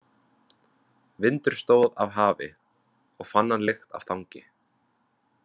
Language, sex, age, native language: Icelandic, male, 20-29, Vietnamese